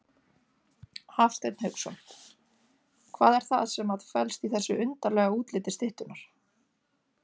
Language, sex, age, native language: Icelandic, female, 30-39, Icelandic